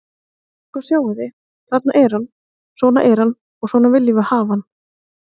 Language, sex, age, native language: Icelandic, female, 30-39, Icelandic